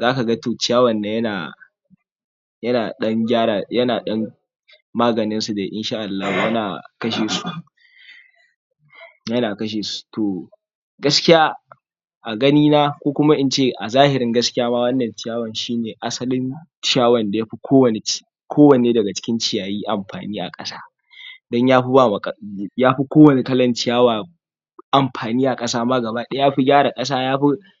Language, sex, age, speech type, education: Hausa, male, 46-60, spontaneous, tertiary